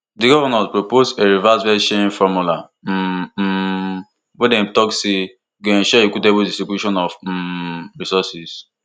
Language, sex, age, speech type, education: Nigerian Pidgin, male, 15-29, spontaneous, tertiary